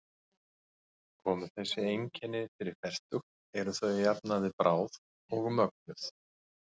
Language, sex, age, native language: Icelandic, male, 40-49, Icelandic